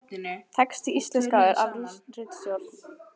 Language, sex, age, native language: Icelandic, female, 18-19, Icelandic